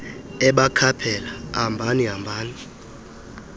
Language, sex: Xhosa, male